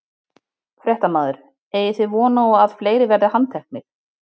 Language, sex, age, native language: Icelandic, female, 30-39, Icelandic